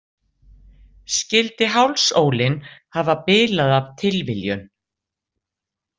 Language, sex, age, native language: Icelandic, female, 60-69, Icelandic